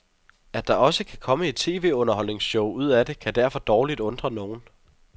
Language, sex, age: Danish, male, 23